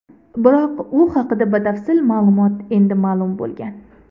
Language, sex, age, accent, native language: Uzbek, female, 18-24, Andijon, Uzbek